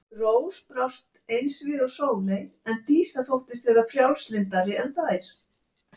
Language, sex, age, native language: Icelandic, female, 70-79, Icelandic